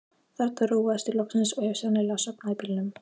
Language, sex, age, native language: Icelandic, female, 15, Icelandic